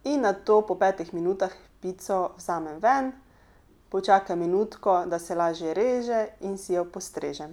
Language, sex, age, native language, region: Slovenian, female, 30-49, Slovenian, Pomurje region